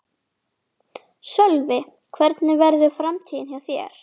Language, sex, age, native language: Icelandic, female, 11, Icelandic